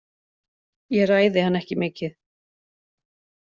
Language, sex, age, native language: Icelandic, female, 40-49, Icelandic